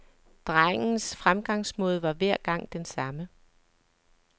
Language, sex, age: Danish, male, 37